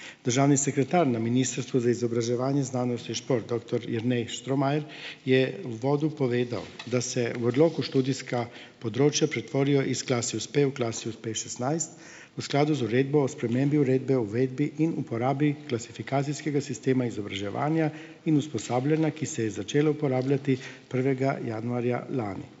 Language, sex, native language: Slovenian, male, Slovenian